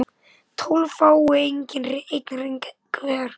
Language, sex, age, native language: Icelandic, male, 10, Icelandic